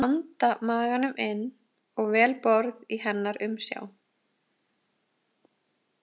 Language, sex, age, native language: Icelandic, female, 20-29, Icelandic